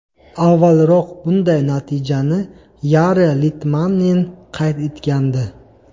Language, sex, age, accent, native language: Uzbek, male, 25-34, Qashqadaryo, Uzbek